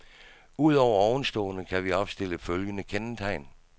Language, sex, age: Danish, male, 66